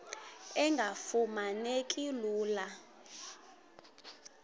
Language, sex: Xhosa, female